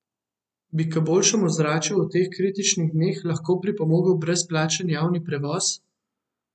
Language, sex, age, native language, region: Slovenian, male, 18-29, Slovenian, Central Slovenia